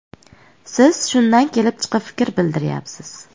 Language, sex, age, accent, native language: Uzbek, male, 25-34, Farg'ona, Uzbek